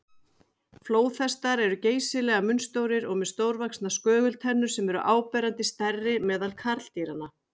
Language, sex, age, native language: Icelandic, female, 40-49, Icelandic